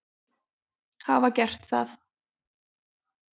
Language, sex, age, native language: Icelandic, female, 30-39, Icelandic